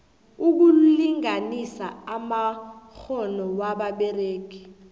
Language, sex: South Ndebele, female